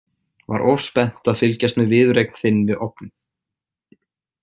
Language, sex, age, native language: Icelandic, male, 18-19, Icelandic